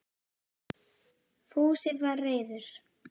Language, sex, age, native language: Icelandic, female, 10, Icelandic